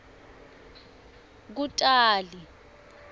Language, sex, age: Swati, female, 24